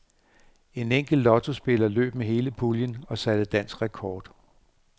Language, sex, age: Danish, male, 58